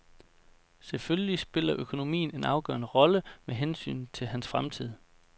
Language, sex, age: Danish, male, 29